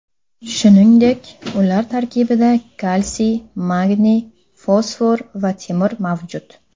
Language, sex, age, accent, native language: Uzbek, female, under 19, Samarqand, Uzbek